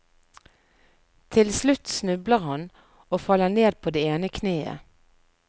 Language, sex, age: Norwegian, female, 41